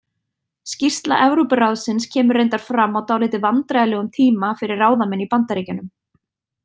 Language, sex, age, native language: Icelandic, female, 30-39, Icelandic